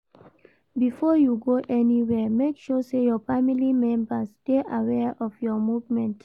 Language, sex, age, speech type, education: Nigerian Pidgin, female, 46-60, read, primary